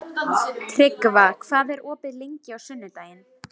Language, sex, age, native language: Icelandic, female, 11, Icelandic